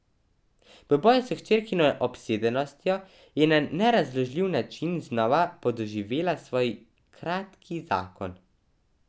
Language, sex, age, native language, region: Slovenian, male, 12-17, Slovenian, Drava region